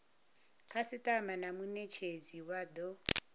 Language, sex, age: Venda, female, 39